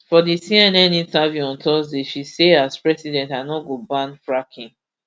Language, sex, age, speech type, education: Nigerian Pidgin, female, 30-45, spontaneous, tertiary